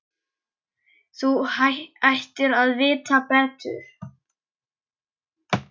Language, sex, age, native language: Icelandic, male, 10, Icelandic